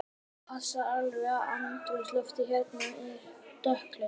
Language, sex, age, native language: Icelandic, male, 12, Icelandic